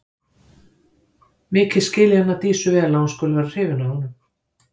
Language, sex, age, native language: Icelandic, female, 50-59, Icelandic